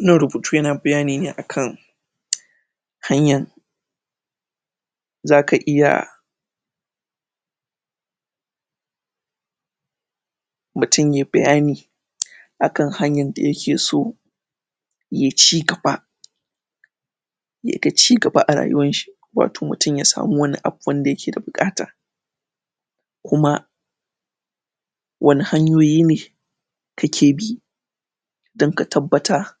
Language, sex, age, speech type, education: Hausa, male, 15-29, spontaneous, tertiary